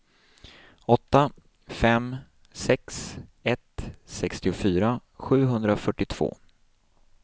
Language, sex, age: Swedish, male, 26